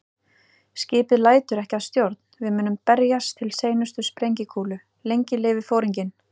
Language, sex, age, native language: Icelandic, female, 30-39, Icelandic